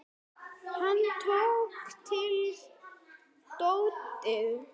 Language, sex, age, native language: Icelandic, female, 9, Icelandic